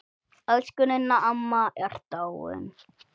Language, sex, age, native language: Icelandic, male, 8, Icelandic